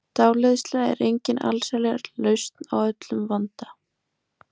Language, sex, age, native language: Icelandic, female, 20-29, Icelandic